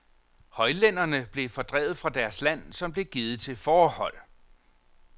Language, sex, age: Danish, male, 45